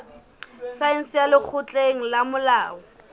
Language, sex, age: Southern Sotho, female, 24